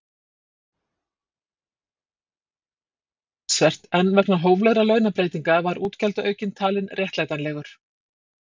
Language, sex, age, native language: Icelandic, female, 40-49, Icelandic